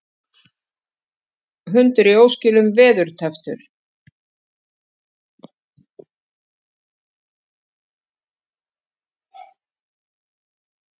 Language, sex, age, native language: Icelandic, female, 50-59, Icelandic